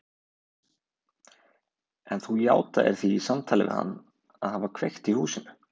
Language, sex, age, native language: Icelandic, male, 20-29, Icelandic